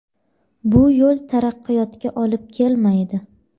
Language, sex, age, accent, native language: Uzbek, female, 25-34, Toshkent shahri, Uzbek